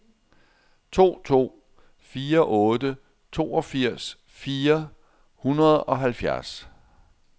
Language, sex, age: Danish, male, 60